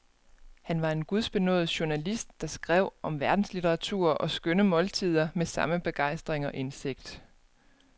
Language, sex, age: Danish, female, 29